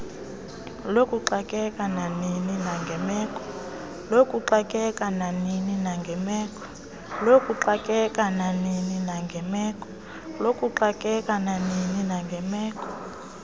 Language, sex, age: Xhosa, female, 22